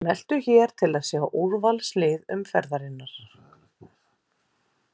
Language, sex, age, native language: Icelandic, female, 40-49, Icelandic